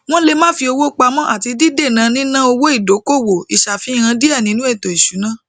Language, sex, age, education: Yoruba, female, 30-45, tertiary